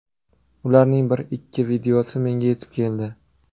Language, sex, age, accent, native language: Uzbek, male, 25-34, Namangan, Uzbek